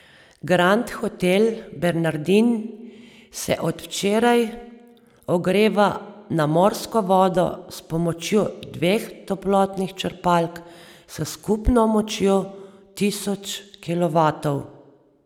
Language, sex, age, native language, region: Slovenian, female, 30-49, Slovenian, Savinja region